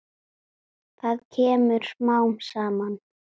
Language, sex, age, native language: Icelandic, female, 10, Icelandic